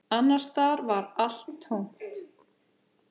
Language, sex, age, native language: Icelandic, male, 8, Icelandic